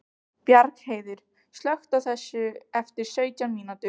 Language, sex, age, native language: Icelandic, other, 15, Icelandic